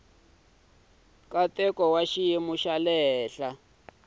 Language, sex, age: Tsonga, male, 26